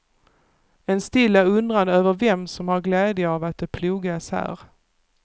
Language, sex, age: Swedish, female, 48